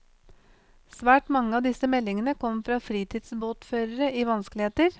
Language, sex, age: Norwegian, female, 28